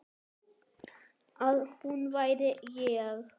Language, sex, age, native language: Icelandic, male, 9, Icelandic